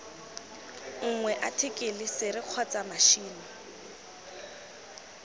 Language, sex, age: Tswana, female, 19